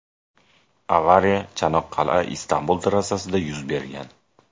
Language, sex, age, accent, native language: Uzbek, male, 18-24, Jizzax, Uzbek